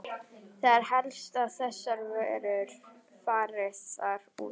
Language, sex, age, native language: Icelandic, female, 11, Icelandic